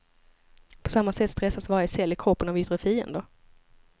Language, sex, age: Swedish, female, 25